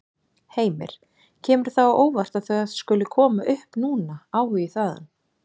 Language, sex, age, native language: Icelandic, female, 40-49, Icelandic